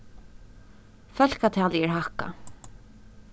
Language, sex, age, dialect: Faroese, female, 15-35, Suðurstreymoy